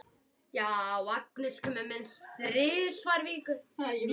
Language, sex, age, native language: Icelandic, female, 11, Icelandic